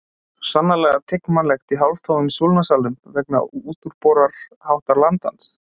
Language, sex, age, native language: Icelandic, male, 20-29, Icelandic